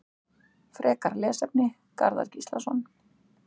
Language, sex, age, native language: Icelandic, female, 60-69, Icelandic